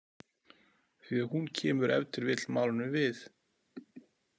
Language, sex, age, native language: Icelandic, male, 40-49, Icelandic